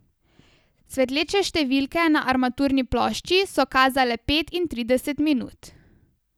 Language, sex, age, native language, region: Slovenian, female, 18-29, Slovenian, Savinja region